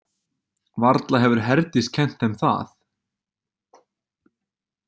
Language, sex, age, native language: Icelandic, male, 20-29, Icelandic